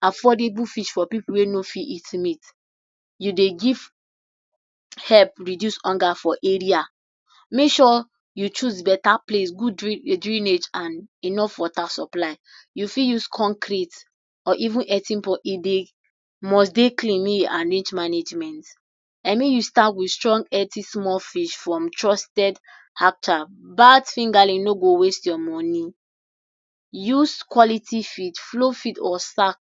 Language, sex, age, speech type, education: Nigerian Pidgin, female, 46-60, spontaneous, tertiary